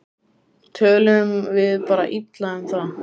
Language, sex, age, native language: Icelandic, male, 14, Icelandic